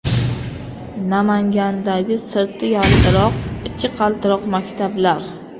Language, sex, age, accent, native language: Uzbek, female, 25-34, Qashqadaryo, Uzbek